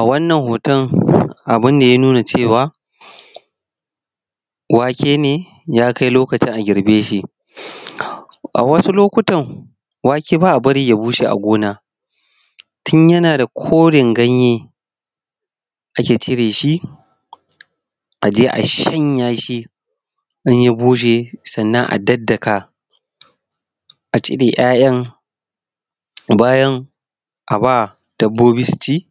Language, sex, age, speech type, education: Hausa, male, 15-29, spontaneous, tertiary